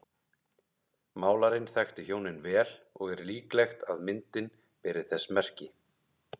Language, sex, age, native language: Icelandic, male, 30-39, Icelandic